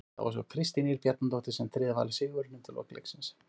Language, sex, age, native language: Icelandic, male, 40-49, Icelandic